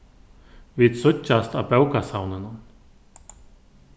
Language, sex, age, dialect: Faroese, male, 36-60, Norðurstreymoy/Eysturoy